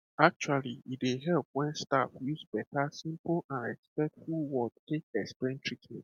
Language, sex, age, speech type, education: Nigerian Pidgin, male, 15-29, spontaneous, tertiary